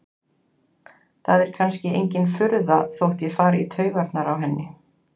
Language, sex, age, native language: Icelandic, female, 40-49, Icelandic